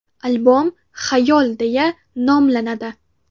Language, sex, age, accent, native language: Uzbek, female, 12-17, Navoiy, Uzbek